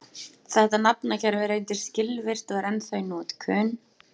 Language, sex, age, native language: Icelandic, female, 20-29, Icelandic